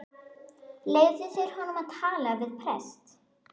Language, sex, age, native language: Icelandic, female, 11, Icelandic